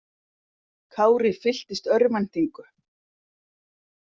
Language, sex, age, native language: Icelandic, female, 50-59, Icelandic